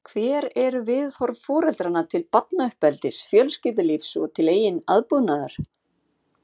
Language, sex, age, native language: Icelandic, female, 50-59, Icelandic